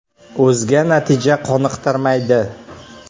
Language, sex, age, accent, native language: Uzbek, male, 25-34, Sirdaryo, Uzbek